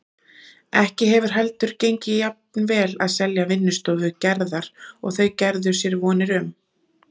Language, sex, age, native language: Icelandic, female, 30-39, Icelandic